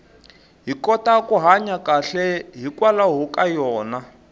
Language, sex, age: Tsonga, male, 20